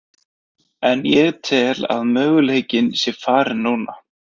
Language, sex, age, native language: Icelandic, male, 30-39, Icelandic